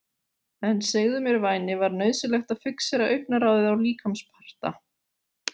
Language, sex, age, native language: Icelandic, female, 40-49, Icelandic